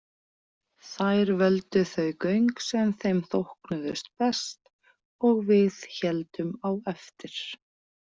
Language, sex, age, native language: Icelandic, female, 40-49, Icelandic